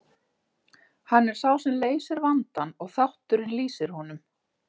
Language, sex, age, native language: Icelandic, female, 40-49, Icelandic